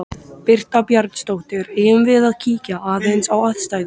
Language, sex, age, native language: Icelandic, male, 13, Icelandic